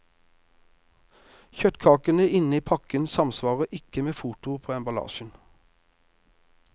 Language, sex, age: Norwegian, male, 48